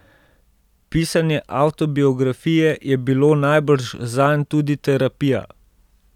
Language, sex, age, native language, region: Slovenian, male, 30-49, Slovenian, Central Slovenia